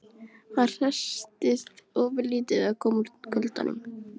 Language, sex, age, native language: Icelandic, female, 12, Icelandic